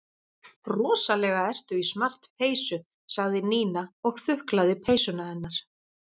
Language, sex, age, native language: Icelandic, female, 40-49, Icelandic